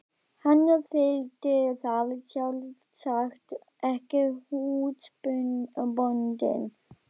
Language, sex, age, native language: Icelandic, female, 12, Icelandic